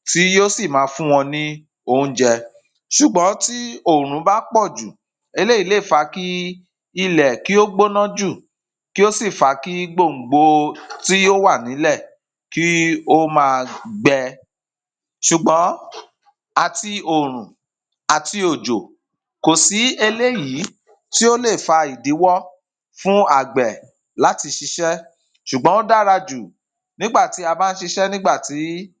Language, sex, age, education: Yoruba, male, 30-45, primary